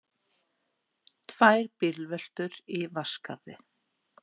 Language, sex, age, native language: Icelandic, female, 50-59, Icelandic